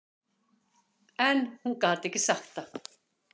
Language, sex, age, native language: Icelandic, female, 60-69, Icelandic